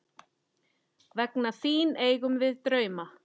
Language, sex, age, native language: Icelandic, female, 10, Icelandic